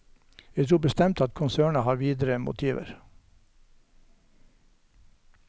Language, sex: Norwegian, male